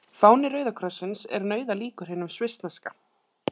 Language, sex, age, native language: Icelandic, female, 30-39, Icelandic